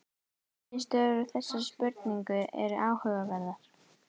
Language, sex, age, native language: Icelandic, female, 18-19, Icelandic